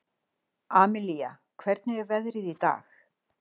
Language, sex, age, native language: Icelandic, female, 60-69, Icelandic